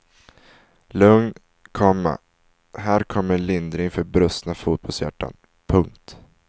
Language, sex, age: Swedish, male, 19